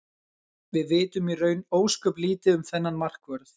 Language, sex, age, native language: Icelandic, male, 20-29, Icelandic